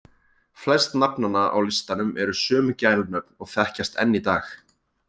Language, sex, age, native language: Icelandic, male, 20-29, Icelandic